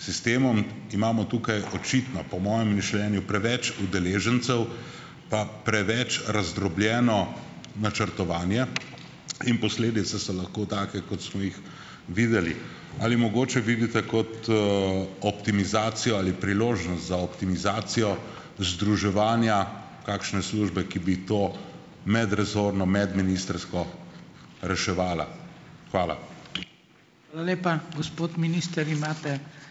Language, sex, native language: Slovenian, male, Slovenian